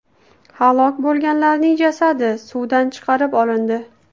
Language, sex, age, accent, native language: Uzbek, female, 18-24, Qashqadaryo, Uzbek